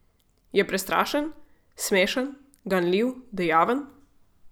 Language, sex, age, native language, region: Slovenian, female, 18-29, Slovenian, Gorica region